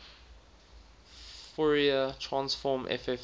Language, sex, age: English, male, 19